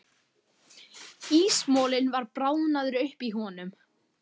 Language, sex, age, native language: Icelandic, male, 11, Icelandic